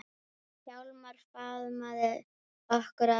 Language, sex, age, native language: Icelandic, female, 9, Icelandic